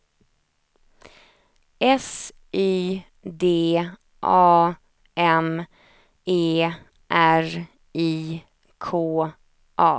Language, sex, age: Swedish, female, 28